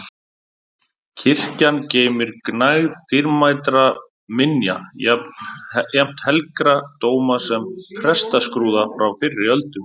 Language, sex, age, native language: Icelandic, male, 30-39, Icelandic